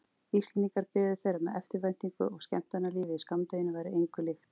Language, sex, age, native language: Icelandic, female, 40-49, Icelandic